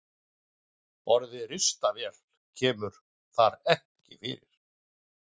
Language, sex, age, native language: Icelandic, male, 40-49, Icelandic